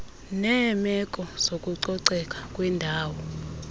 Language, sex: Xhosa, female